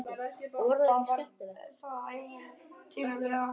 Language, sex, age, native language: Icelandic, male, 12, Icelandic